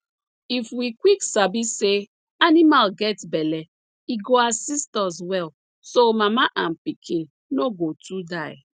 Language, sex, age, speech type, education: Nigerian Pidgin, female, 30-45, spontaneous, tertiary